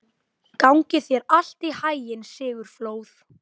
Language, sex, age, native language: Icelandic, female, 12, Icelandic